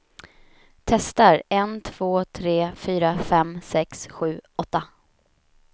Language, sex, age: Swedish, female, 31